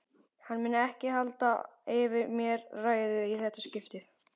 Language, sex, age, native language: Icelandic, male, 12, Icelandic